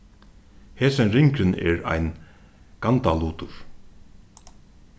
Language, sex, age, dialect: Faroese, male, 36-60, Suðurstreymoy